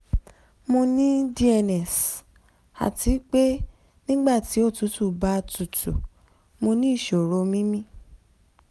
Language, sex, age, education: Yoruba, female, 15-29, tertiary